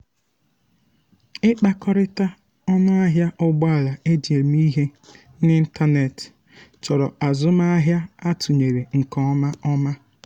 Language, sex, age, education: Igbo, male, 15-29, tertiary